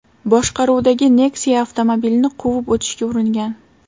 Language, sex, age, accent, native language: Uzbek, female, 18-24, Toshkent shahri, Uzbek